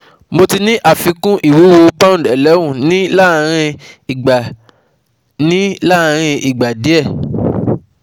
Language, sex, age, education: Yoruba, male, 15-29, tertiary